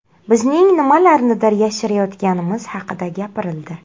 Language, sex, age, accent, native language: Uzbek, female, 30-39, Navoiy, Uzbek